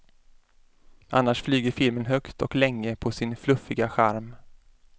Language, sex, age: Swedish, male, 33